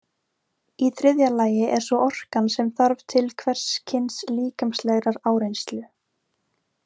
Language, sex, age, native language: Icelandic, female, 18-19, Icelandic